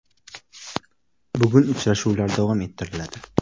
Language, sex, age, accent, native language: Uzbek, male, 18-24, Toshkent viloyati, Uzbek